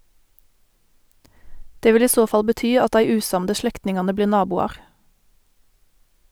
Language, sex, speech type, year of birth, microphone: Norwegian, female, read, 1988, Sennheiser